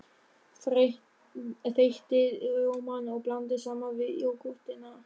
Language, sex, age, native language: Icelandic, male, 13, German